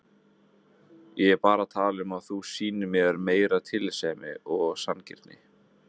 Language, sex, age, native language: Icelandic, male, 20-29, Icelandic